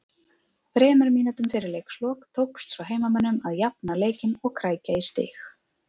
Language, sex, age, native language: Icelandic, female, 30-39, Icelandic